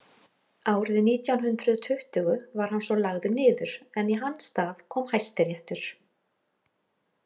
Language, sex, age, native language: Icelandic, female, 40-49, Icelandic